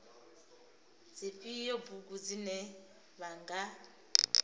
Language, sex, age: Venda, female, 26